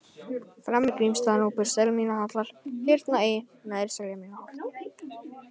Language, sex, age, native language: Icelandic, male, 18-19, Icelandic